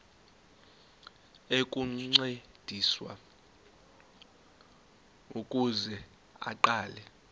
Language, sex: Xhosa, male